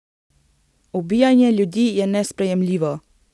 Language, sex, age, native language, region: Slovenian, female, 18-29, Slovenian, Central Slovenia